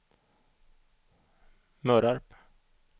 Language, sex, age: Swedish, male, 38